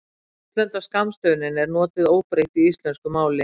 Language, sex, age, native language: Icelandic, female, 60-69, Icelandic